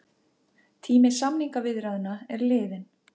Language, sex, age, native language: Icelandic, female, 50-59, Icelandic